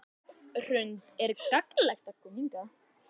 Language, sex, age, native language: Icelandic, male, 11, Icelandic